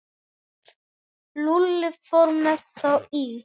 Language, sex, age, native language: Icelandic, male, 9, Icelandic